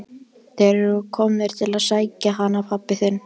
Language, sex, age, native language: Icelandic, male, 12, Icelandic